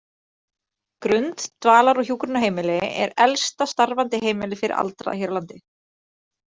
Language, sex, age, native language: Icelandic, female, 30-39, Icelandic